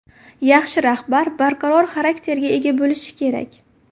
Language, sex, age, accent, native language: Uzbek, female, 19-29, Buxoro, Uzbek